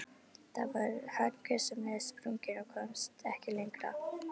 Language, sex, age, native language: Icelandic, female, 11, Icelandic